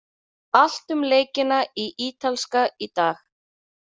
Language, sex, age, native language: Icelandic, female, 30-39, Icelandic